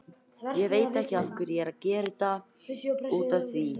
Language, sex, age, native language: Icelandic, female, 18-19, Icelandic